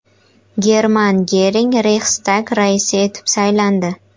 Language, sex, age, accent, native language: Uzbek, female, 12-17, Qashqadaryo, Uzbek